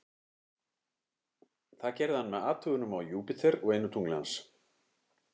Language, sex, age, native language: Icelandic, male, 60-69, Icelandic